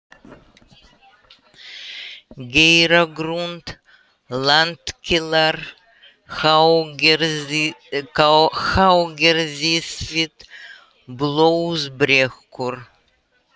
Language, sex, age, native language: Icelandic, female, 80-89, Russian